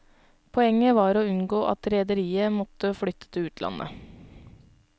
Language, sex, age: Norwegian, female, 32